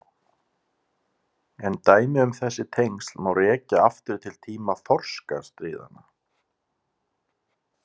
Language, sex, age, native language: Icelandic, male, 30-39, Icelandic